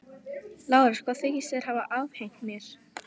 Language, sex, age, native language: Icelandic, female, 11, Icelandic